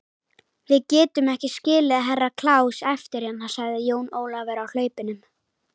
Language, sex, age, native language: Icelandic, female, 18-19, Icelandic